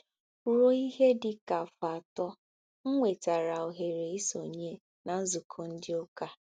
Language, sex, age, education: Igbo, female, 15-29, tertiary